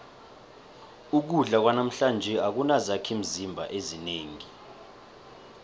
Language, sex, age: South Ndebele, male, 23